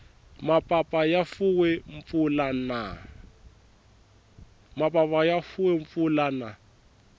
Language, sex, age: Tsonga, male, 24